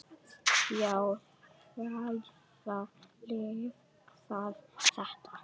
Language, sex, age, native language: Icelandic, female, 8, Icelandic